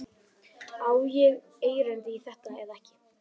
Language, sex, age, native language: Icelandic, male, 12, Icelandic